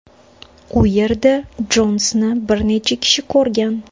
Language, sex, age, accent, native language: Uzbek, female, 25-34, Toshkent shahri, Uzbek